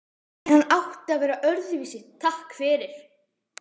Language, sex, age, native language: Icelandic, female, 12, Icelandic